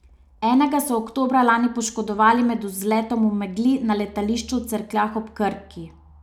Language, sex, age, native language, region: Slovenian, female, 30-49, Slovenian, Savinja region